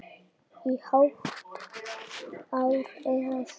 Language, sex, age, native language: Icelandic, male, 7, Icelandic